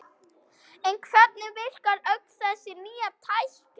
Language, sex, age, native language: Icelandic, female, 11, Icelandic